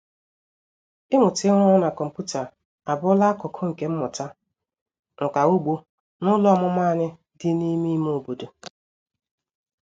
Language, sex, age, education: Igbo, female, 30-45, tertiary